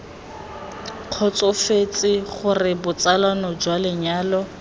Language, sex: Tswana, female